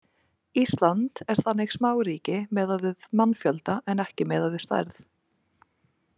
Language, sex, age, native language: Icelandic, female, 30-39, Icelandic